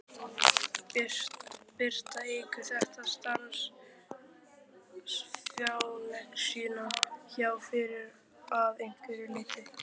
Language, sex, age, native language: Icelandic, male, 12, Icelandic